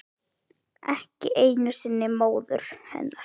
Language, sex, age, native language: Icelandic, female, 9, Icelandic